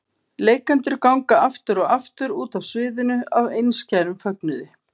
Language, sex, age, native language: Icelandic, female, 50-59, Icelandic